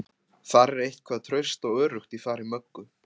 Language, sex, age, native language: Icelandic, male, 15, Icelandic